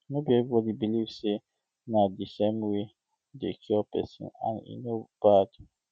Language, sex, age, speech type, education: Nigerian Pidgin, male, 15-29, spontaneous, tertiary